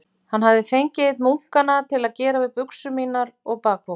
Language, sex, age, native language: Icelandic, female, 40-49, Icelandic